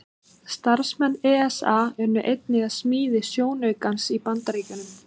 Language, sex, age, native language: Icelandic, female, 30-39, Icelandic